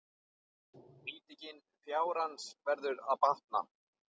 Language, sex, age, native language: Icelandic, male, 9, Icelandic